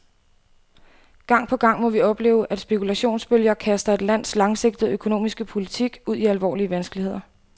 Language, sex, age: Danish, female, 28